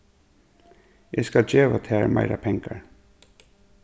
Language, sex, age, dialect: Faroese, male, 36-60, Suðurstreymoy